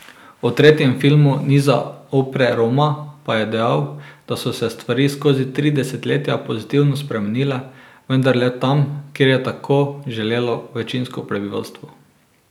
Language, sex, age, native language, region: Slovenian, male, 18-29, Slovenian, Drava region